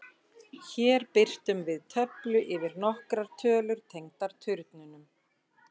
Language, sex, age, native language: Icelandic, female, 50-59, Icelandic